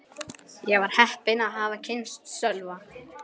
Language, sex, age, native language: Icelandic, male, 11, Icelandic